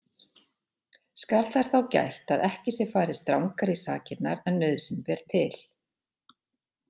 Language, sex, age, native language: Icelandic, female, 40-49, Icelandic